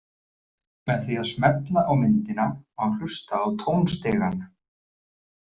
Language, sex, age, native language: Icelandic, male, 40-49, Icelandic